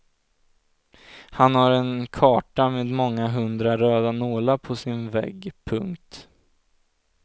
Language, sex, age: Swedish, male, 16